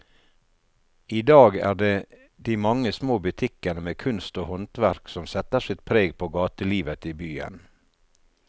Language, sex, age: Norwegian, male, 48